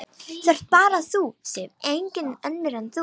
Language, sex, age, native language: Icelandic, female, 18-19, Romanian